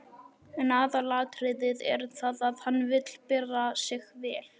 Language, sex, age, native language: Icelandic, male, 11, Icelandic